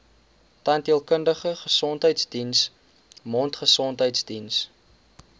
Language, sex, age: Afrikaans, male, 19